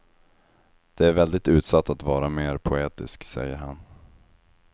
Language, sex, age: Swedish, male, 25